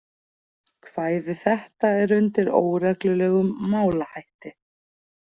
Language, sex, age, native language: Icelandic, female, 40-49, Icelandic